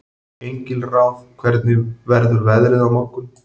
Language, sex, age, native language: Icelandic, male, 40-49, Icelandic